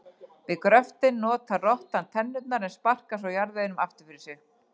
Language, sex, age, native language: Icelandic, female, 40-49, Icelandic